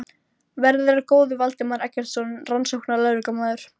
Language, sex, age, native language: Icelandic, female, 12, Icelandic